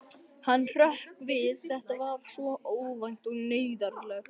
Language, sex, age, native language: Icelandic, male, 12, Icelandic